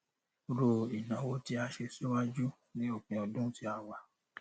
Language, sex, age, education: Yoruba, male, 30-45, tertiary